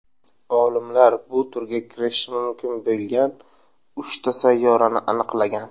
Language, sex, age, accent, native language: Uzbek, male, 19-29, Buxoro, Uzbek